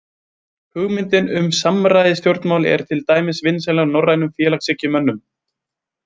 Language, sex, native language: Icelandic, male, Icelandic